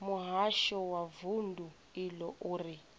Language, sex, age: Venda, female, 24